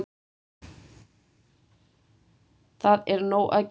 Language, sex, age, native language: Icelandic, male, 8, Icelandic